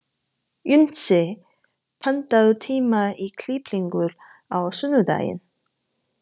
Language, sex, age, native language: Icelandic, female, 30-39, Chinese